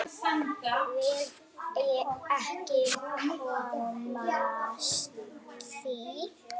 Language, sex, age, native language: Icelandic, male, 7, Icelandic